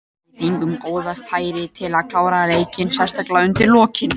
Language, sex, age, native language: Icelandic, male, 18-19, Icelandic